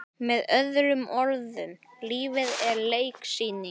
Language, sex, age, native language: Icelandic, male, 11, Icelandic